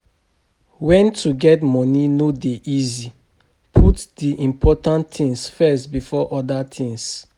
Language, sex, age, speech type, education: Nigerian Pidgin, male, 30-45, spontaneous, tertiary